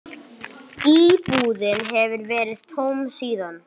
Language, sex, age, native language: Icelandic, male, 9, English